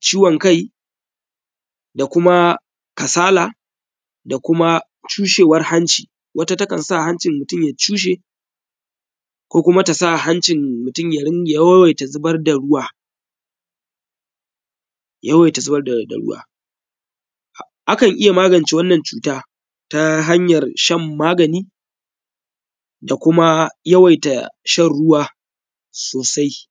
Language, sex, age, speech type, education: Hausa, male, 15-29, spontaneous, tertiary